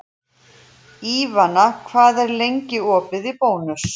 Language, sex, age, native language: Icelandic, female, 40-49, Icelandic